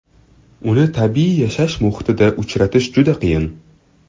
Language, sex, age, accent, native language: Uzbek, male, 12-17, Toshkent shahri, Uzbek